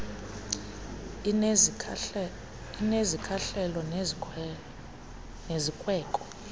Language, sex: Xhosa, female